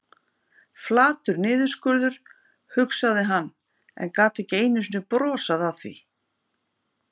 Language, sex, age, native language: Icelandic, female, 50-59, Icelandic